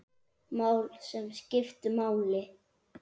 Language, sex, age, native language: Icelandic, male, 8, Icelandic